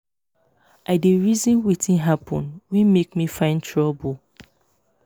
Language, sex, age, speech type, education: Nigerian Pidgin, female, 15-29, spontaneous, tertiary